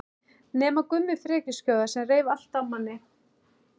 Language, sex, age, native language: Icelandic, male, 11, Icelandic